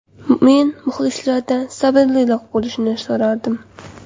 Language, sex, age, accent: Uzbek, female, 18-24, Qoraqalpog'iston